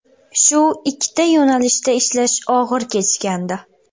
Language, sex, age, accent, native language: Uzbek, female, 19-29, Xorazm, Uzbek